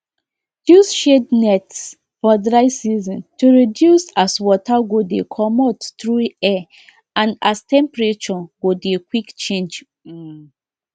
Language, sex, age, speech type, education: Nigerian Pidgin, female, 15-29, spontaneous, tertiary